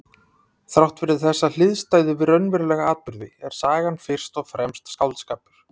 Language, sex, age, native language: Icelandic, male, 30-39, Icelandic